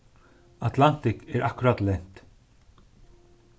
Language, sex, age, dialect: Faroese, male, 36-60, Suðurstreymoy